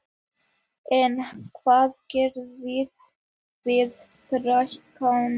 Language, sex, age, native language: Icelandic, female, 18-19, Icelandic